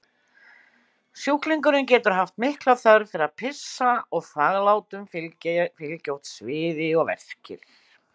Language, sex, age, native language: Icelandic, female, 60-69, Icelandic